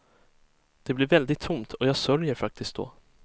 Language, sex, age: Swedish, male, 23